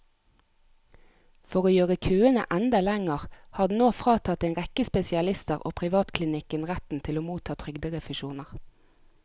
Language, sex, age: Norwegian, female, 30